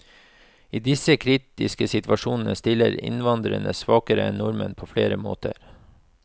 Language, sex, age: Norwegian, male, 36